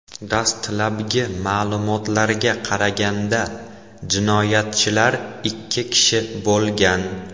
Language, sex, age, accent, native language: Uzbek, male, 18-24, Andijon, Uzbek